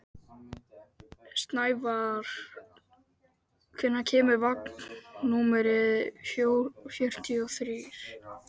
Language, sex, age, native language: Icelandic, male, 12, Icelandic